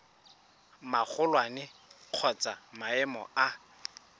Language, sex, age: Tswana, male, 24